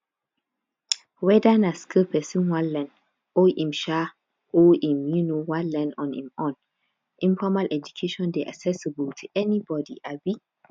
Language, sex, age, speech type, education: Nigerian Pidgin, female, 15-29, spontaneous, tertiary